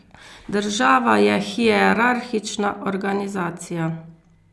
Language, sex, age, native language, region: Slovenian, female, 50-59, Slovenian, Carinthia region